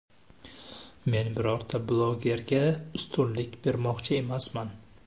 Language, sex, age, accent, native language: Uzbek, male, 25-34, Samarqand, Uzbek